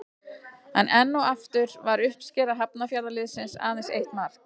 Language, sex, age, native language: Icelandic, female, 40-49, Icelandic